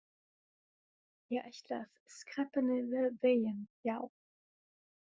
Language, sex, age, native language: Icelandic, female, 20-29, German